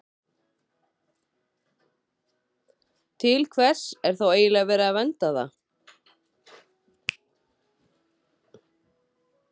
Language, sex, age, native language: Icelandic, female, 30-39, Icelandic